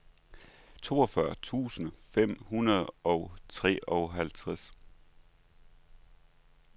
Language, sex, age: Danish, male, 39